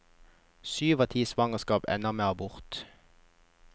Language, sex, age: Norwegian, male, 21